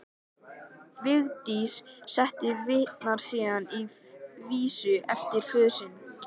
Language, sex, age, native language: Icelandic, male, 13, Icelandic